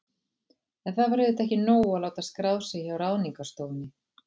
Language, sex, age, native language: Icelandic, female, 40-49, Icelandic